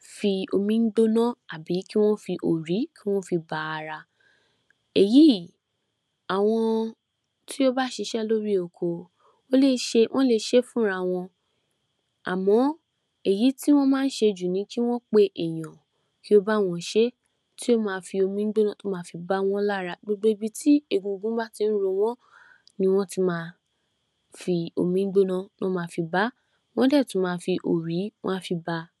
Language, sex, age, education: Yoruba, female, 46-60, tertiary